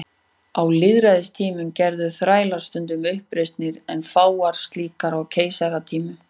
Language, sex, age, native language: Icelandic, female, 40-49, Icelandic